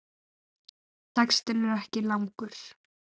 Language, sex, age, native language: Icelandic, female, 9, Icelandic